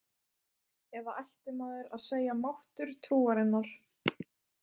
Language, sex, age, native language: Icelandic, female, 18-19, Icelandic